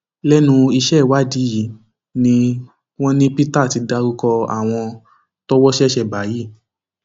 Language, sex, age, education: Yoruba, male, 15-29, tertiary